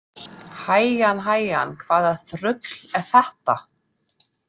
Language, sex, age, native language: Icelandic, female, 30-39, German